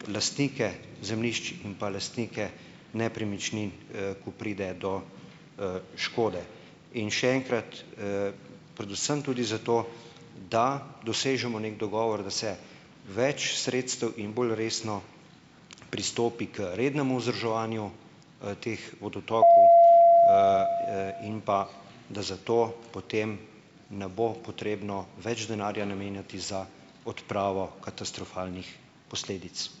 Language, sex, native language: Slovenian, male, Slovenian